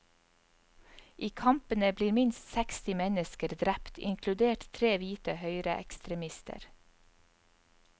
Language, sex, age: Norwegian, female, 44